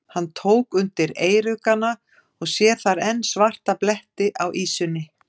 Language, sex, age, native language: Icelandic, female, 50-59, Icelandic